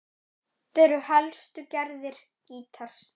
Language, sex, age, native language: Icelandic, male, 9, Icelandic